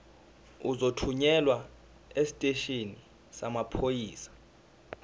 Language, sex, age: Zulu, male, 19